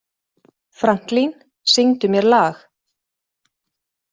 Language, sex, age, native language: Icelandic, female, 40-49, Icelandic